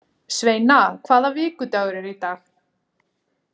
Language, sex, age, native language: Icelandic, female, 40-49, Icelandic